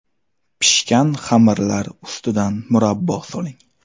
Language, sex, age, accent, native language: Uzbek, male, 18-24, Buxoro, Uzbek